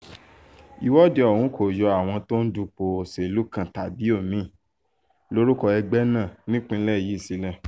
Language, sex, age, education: Yoruba, male, 15-29, tertiary